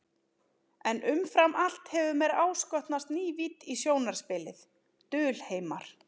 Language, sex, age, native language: Icelandic, female, 30-39, Icelandic